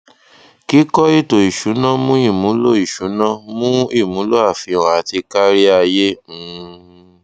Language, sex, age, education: Yoruba, male, 30-45, tertiary